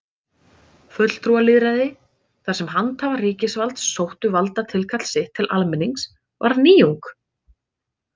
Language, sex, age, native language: Icelandic, female, 30-39, Icelandic